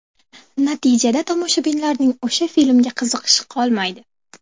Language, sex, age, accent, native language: Uzbek, female, 18-24, Andijon, Uzbek